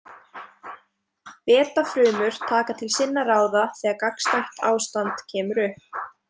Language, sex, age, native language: Icelandic, female, 20-29, Icelandic